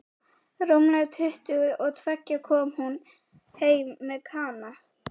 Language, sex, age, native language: Icelandic, female, 11, Icelandic